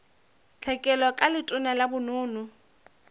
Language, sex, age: Southern Sotho, female, 21